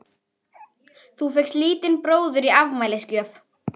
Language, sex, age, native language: Icelandic, female, 11, Icelandic